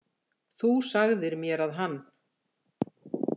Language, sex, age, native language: Icelandic, female, 60-69, Icelandic